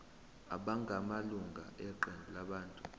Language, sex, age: Zulu, male, 21